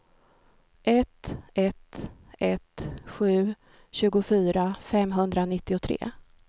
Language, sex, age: Swedish, female, 53